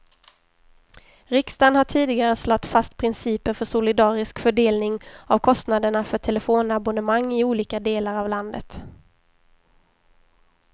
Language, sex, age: Swedish, female, 23